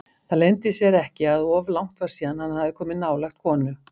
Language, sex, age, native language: Icelandic, female, 50-59, Icelandic